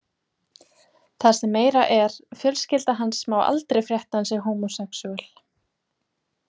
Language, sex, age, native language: Icelandic, female, 20-29, Icelandic